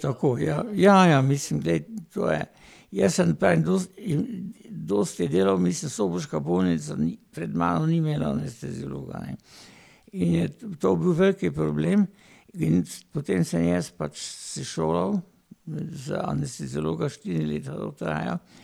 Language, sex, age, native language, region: Slovenian, male, 60+, Slovenian, Pomurje region